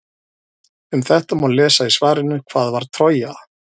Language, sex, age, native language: Icelandic, male, 40-49, Icelandic